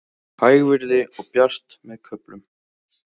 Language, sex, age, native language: Icelandic, male, 18-19, Icelandic